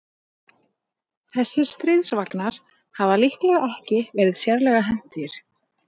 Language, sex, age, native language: Icelandic, female, 30-39, Icelandic